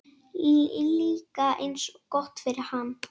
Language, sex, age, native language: Icelandic, female, 10, Icelandic